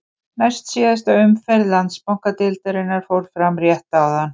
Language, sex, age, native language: Icelandic, female, 50-59, Icelandic